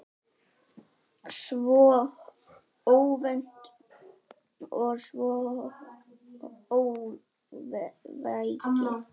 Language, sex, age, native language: Icelandic, male, 9, Icelandic